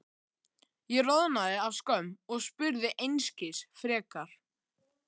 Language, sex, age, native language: Icelandic, male, 13, Icelandic